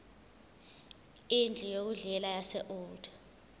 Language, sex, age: Zulu, female, 21